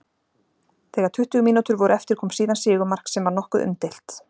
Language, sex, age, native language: Icelandic, female, 40-49, Icelandic